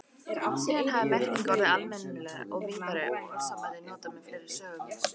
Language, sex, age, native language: Icelandic, female, 18-19, Icelandic